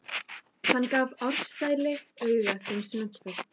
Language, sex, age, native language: Icelandic, female, 15, Icelandic